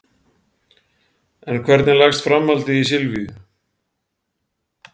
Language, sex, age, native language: Icelandic, male, 40-49, Icelandic